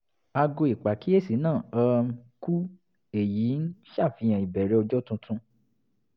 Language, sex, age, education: Yoruba, male, 30-45, tertiary